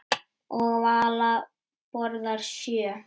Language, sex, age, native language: Icelandic, male, 10, Icelandic